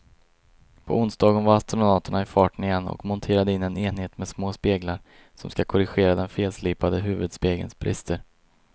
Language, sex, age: Swedish, male, 22